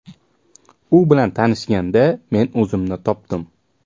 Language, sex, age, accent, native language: Uzbek, male, 18-24, Toshkent shahri, Uzbek